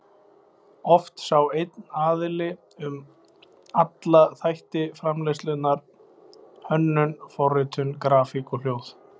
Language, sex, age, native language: Icelandic, male, 20-29, Icelandic